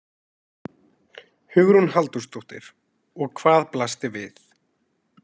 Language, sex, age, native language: Icelandic, male, 20-29, Icelandic